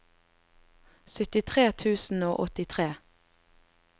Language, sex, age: Norwegian, female, 20